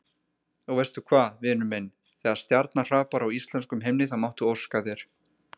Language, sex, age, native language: Icelandic, male, 30-39, Icelandic